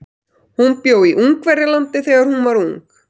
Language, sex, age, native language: Icelandic, female, 30-39, Icelandic